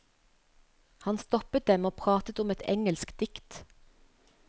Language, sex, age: Norwegian, female, 35